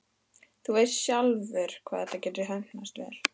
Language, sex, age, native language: Icelandic, female, 13, Icelandic